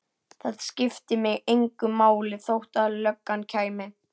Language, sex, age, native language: Icelandic, female, 11, Icelandic